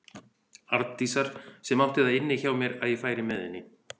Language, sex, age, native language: Icelandic, male, 40-49, Icelandic